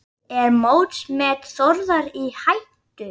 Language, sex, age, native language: Icelandic, female, 9, Icelandic